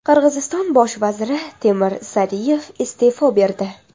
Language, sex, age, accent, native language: Uzbek, female, 12-17, Toshkent shahri, Uzbek